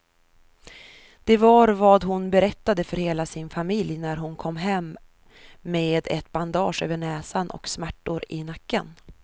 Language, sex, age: Swedish, female, 33